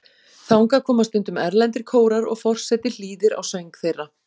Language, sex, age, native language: Icelandic, female, 40-49, Icelandic